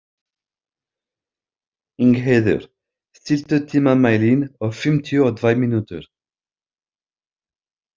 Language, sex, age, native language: Icelandic, male, 50-59, French